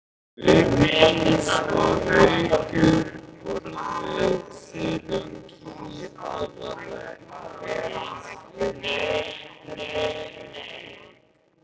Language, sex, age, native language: Icelandic, male, 15, Icelandic